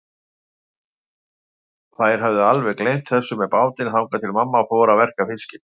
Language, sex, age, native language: Icelandic, male, 50-59, Icelandic